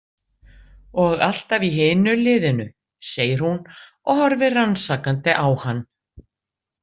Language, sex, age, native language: Icelandic, female, 60-69, Icelandic